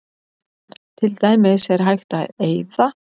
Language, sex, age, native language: Icelandic, female, 50-59, Icelandic